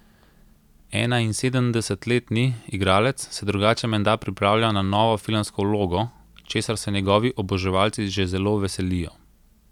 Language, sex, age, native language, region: Slovenian, male, 30-49, Slovenian, Central Slovenia